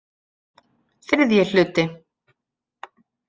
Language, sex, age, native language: Icelandic, female, 40-49, Icelandic